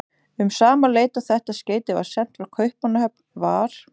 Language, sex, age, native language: Icelandic, female, 30-39, Icelandic